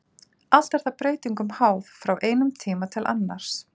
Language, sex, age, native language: Icelandic, female, 40-49, Icelandic